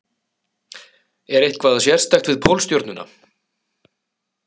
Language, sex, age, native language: Icelandic, male, 30-39, Icelandic